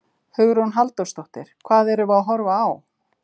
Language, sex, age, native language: Icelandic, female, 50-59, Icelandic